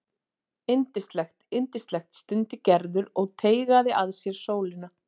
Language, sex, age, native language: Icelandic, female, 40-49, Icelandic